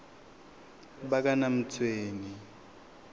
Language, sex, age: South Ndebele, male, 26